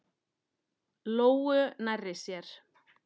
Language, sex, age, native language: Icelandic, female, 10, Icelandic